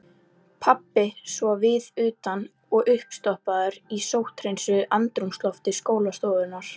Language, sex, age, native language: Icelandic, female, 11, Icelandic